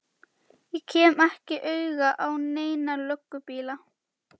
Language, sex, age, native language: Icelandic, female, 12, Icelandic